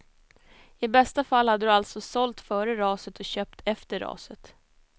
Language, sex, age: Swedish, female, 22